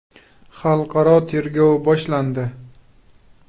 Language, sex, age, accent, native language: Uzbek, male, 18-24, Qashqadaryo, Uzbek